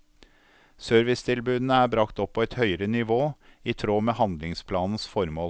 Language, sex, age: Norwegian, male, 52